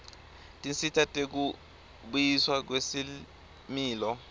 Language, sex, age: Swati, male, 23